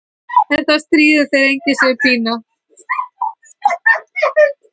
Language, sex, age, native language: Icelandic, female, 15, Icelandic